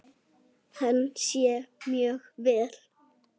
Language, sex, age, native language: Icelandic, female, 18-19, Icelandic